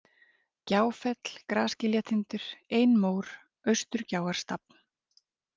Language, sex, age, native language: Icelandic, female, 30-39, Icelandic